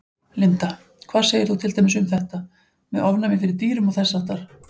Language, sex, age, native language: Icelandic, female, 40-49, Icelandic